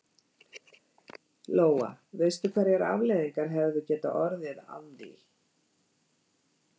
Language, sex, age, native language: Icelandic, female, 50-59, Icelandic